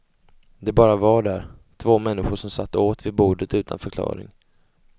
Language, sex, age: Swedish, male, 20